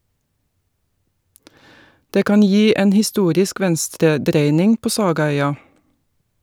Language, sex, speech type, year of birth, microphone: Norwegian, female, read, 1961, Shure